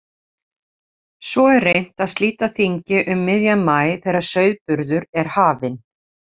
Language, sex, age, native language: Icelandic, female, 50-59, Icelandic